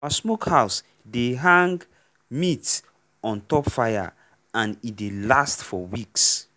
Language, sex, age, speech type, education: Nigerian Pidgin, male, 15-29, spontaneous, tertiary